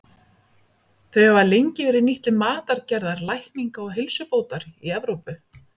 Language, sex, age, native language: Icelandic, female, 50-59, Icelandic